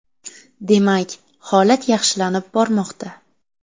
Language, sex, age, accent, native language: Uzbek, female, 12-17, Samarqand, Uzbek